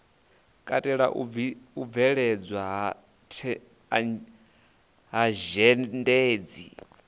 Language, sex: Venda, male